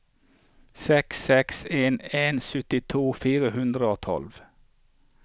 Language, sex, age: Norwegian, male, 48